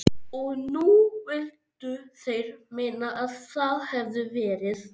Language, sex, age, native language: Icelandic, male, 13, Icelandic